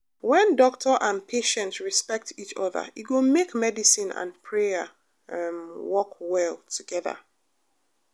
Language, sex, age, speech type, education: Nigerian Pidgin, female, 30-45, spontaneous, tertiary